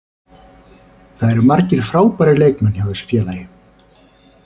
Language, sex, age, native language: Icelandic, male, 30-39, Icelandic